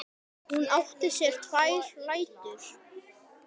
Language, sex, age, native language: Icelandic, male, 10, Icelandic